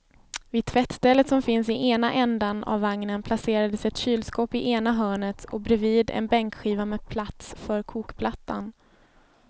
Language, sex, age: Swedish, female, 24